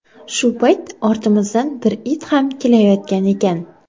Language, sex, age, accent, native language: Uzbek, female, under 19, Qoraqalpog'iston, Karakalpak